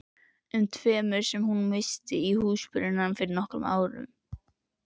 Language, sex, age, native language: Icelandic, female, 11, Icelandic